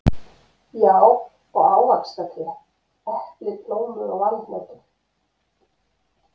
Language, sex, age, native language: Icelandic, female, 50-59, Icelandic